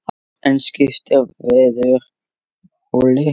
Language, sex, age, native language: Icelandic, male, 8, Icelandic